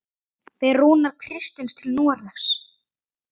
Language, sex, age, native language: Icelandic, male, 9, Icelandic